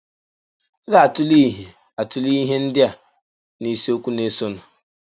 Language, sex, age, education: Igbo, male, 15-29, tertiary